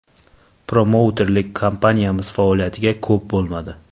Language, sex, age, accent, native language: Uzbek, male, 19-29, Qashqadaryo, Uzbek